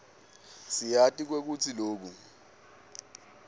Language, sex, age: Swati, male, 19